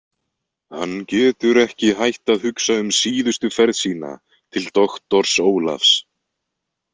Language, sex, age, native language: Icelandic, male, 20-29, Icelandic